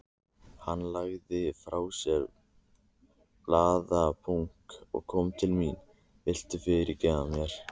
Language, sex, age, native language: Icelandic, male, 30-39, Icelandic